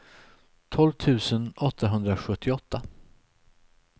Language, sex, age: Swedish, male, 63